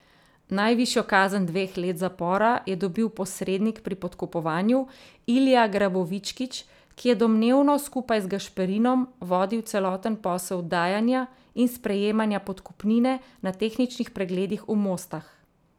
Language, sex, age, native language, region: Slovenian, female, 30-49, Slovenian, Central Slovenia